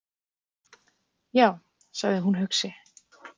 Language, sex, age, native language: Icelandic, female, 20-29, Icelandic